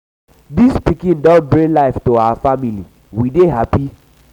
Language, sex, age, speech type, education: Nigerian Pidgin, male, 15-29, spontaneous, tertiary